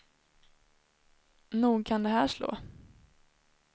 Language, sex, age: Swedish, female, 21